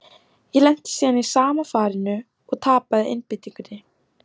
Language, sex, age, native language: Icelandic, female, 14, Icelandic